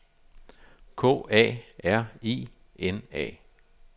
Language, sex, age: Danish, male, 52